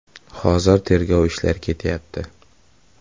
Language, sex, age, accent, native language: Uzbek, male, 18-24, Farg'ona, Uzbek